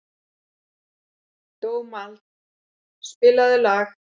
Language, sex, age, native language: Icelandic, female, 40-49, Icelandic